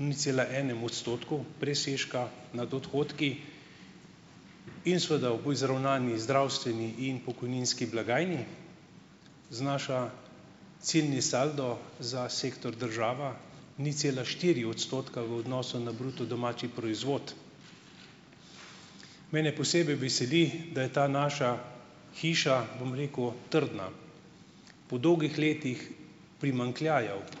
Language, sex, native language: Slovenian, male, Slovenian